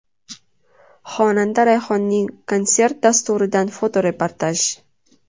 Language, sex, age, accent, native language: Uzbek, female, 19-29, Toshkent shahri, Uzbek